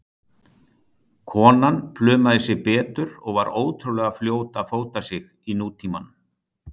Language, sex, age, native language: Icelandic, male, 60-69, Icelandic